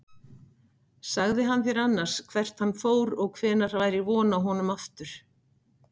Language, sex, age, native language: Icelandic, female, 60-69, Icelandic